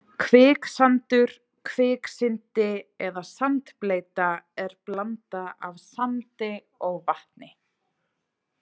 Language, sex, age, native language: Icelandic, female, 30-39, Icelandic